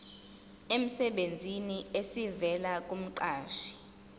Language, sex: Zulu, female